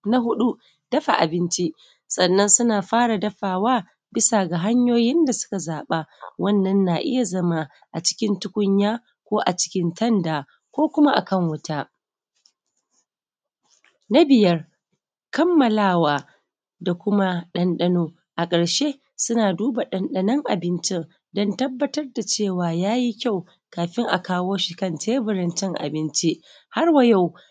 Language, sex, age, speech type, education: Hausa, female, 30-45, spontaneous, secondary